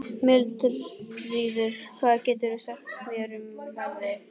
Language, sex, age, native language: Icelandic, male, 18-19, Icelandic